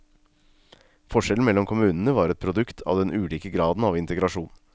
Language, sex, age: Norwegian, male, 36